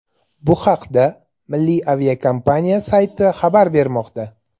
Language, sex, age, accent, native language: Uzbek, male, 35+, Toshkent viloyati, Uzbek